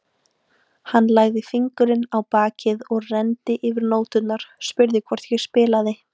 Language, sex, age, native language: Icelandic, female, 18-19, Icelandic